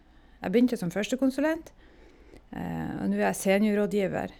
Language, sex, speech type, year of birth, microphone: Norwegian, female, spontaneous, 1972, Shure